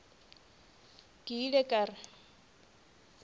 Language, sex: Northern Sotho, female